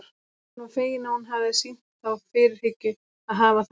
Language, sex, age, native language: Icelandic, female, 30-39, Icelandic